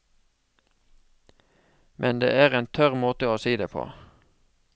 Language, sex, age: Norwegian, male, 36